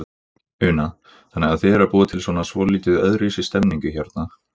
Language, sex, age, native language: Icelandic, male, 20-29, Icelandic